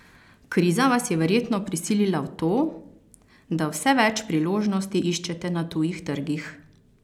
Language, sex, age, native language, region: Slovenian, female, 30-49, Slovenian, Carinthia region